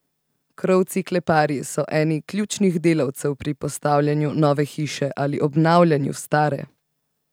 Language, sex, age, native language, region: Slovenian, female, 18-29, Slovenian, Central Slovenia